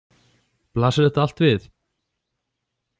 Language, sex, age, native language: Icelandic, male, 40-49, Icelandic